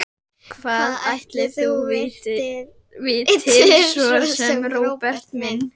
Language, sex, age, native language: Icelandic, female, 11, Icelandic